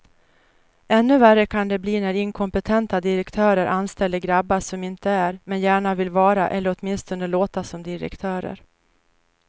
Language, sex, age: Swedish, female, 49